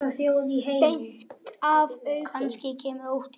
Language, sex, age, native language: Icelandic, male, 8, Icelandic